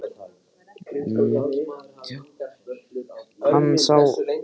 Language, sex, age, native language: Icelandic, male, 18-19, Icelandic